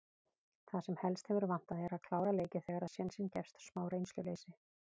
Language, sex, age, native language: Icelandic, female, 18-19, Icelandic